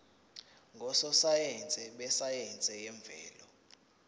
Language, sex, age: Zulu, male, 19